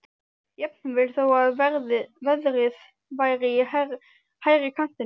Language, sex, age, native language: Icelandic, male, 12, Icelandic